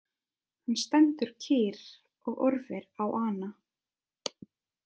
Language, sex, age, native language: Icelandic, female, 20-29, Italian